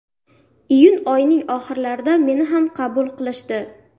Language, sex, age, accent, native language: Uzbek, female, 19-29, Buxoro, Uzbek